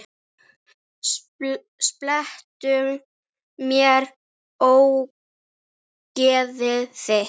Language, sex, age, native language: Icelandic, female, 8, Icelandic